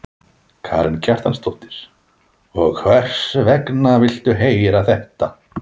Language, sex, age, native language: Icelandic, male, 30-39, Icelandic